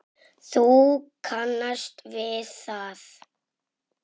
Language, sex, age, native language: Icelandic, male, 6, Icelandic